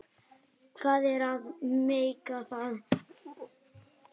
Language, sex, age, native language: Icelandic, male, 9, Icelandic